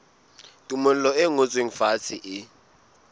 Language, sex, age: Southern Sotho, male, 22